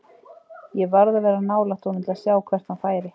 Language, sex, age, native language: Icelandic, female, 30-39, Icelandic